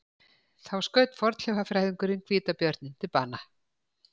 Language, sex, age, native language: Icelandic, female, 60-69, Icelandic